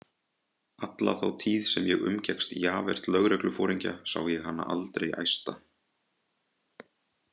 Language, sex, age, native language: Icelandic, male, 20-29, Icelandic